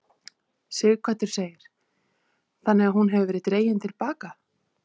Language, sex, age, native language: Icelandic, female, 30-39, Icelandic